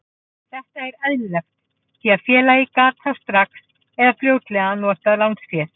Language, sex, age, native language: Icelandic, female, 40-49, Icelandic